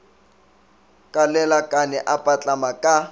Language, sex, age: Northern Sotho, male, 24